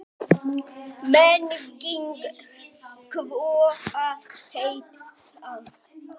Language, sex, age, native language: Icelandic, male, 8, Icelandic